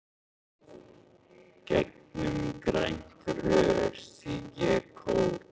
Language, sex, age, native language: Icelandic, male, 15, Icelandic